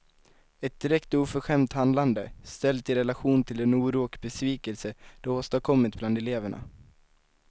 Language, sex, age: Swedish, male, 19